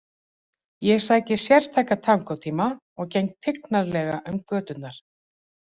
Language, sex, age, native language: Icelandic, female, 40-49, Icelandic